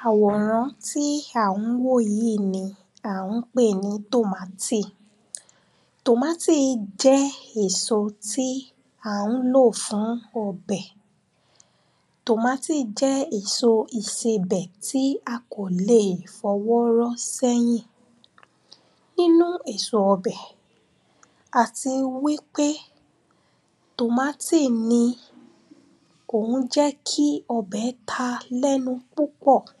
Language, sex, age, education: Yoruba, female, 15-29, primary